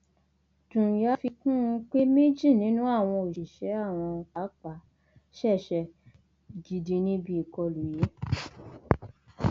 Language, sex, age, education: Yoruba, female, 30-45, tertiary